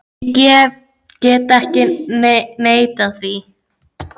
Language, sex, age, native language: Icelandic, female, 10, Icelandic